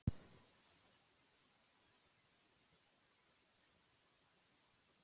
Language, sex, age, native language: Icelandic, female, 18-19, Icelandic